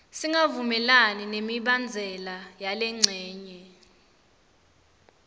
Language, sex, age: Swati, female, 19